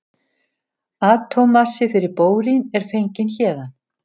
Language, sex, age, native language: Icelandic, female, 70-79, Icelandic